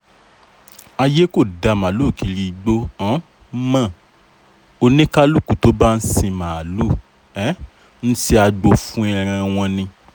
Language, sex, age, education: Yoruba, male, 30-45, tertiary